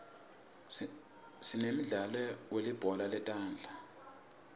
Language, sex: Swati, male